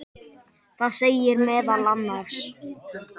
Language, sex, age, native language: Icelandic, male, 10, Icelandic